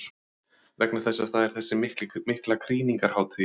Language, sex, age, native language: Icelandic, male, 30-39, Icelandic